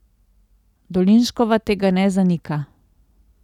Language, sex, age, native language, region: Slovenian, female, 30-49, Slovenian, Central Slovenia